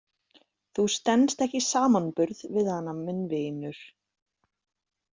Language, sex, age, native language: Icelandic, female, 30-39, Icelandic